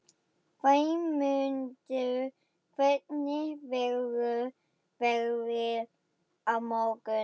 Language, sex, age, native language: Icelandic, female, 11, German